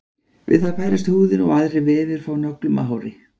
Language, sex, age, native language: Icelandic, male, 40-49, Icelandic